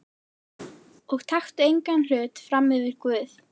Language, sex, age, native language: Icelandic, female, 11, Icelandic